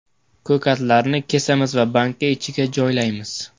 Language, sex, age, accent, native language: Uzbek, male, 18-24, Toshkent viloyati, Uzbek